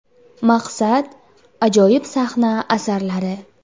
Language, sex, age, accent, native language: Uzbek, female, 18-24, Jizzax, Uzbek